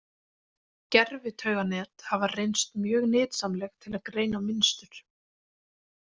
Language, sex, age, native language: Icelandic, female, 20-29, Icelandic